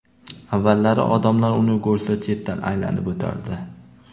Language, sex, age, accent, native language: Uzbek, male, 18-24, Jizzax, Uzbek